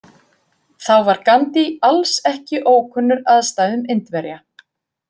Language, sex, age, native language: Icelandic, female, 50-59, Icelandic